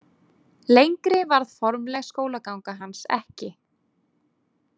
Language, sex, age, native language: Icelandic, female, 20-29, Icelandic